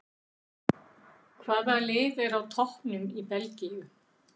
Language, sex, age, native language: Icelandic, female, 60-69, Icelandic